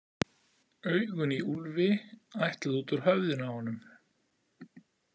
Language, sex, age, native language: Icelandic, male, 40-49, Icelandic